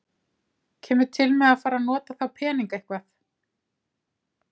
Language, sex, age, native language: Icelandic, female, 30-39, Icelandic